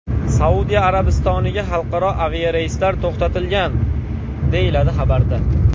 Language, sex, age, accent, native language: Uzbek, male, 18-24, Andijon, Uzbek